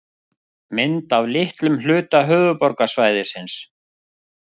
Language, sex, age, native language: Icelandic, male, 50-59, Icelandic